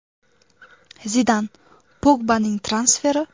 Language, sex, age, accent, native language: Uzbek, female, under 19, Toshkent viloyati, Uzbek